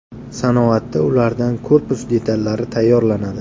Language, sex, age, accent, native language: Uzbek, male, 25-34, Toshkent viloyati, Uzbek